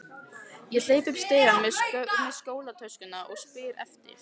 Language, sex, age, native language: Icelandic, female, 15, Icelandic